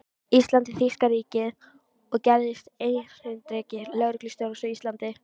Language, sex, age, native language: Icelandic, female, 13, Icelandic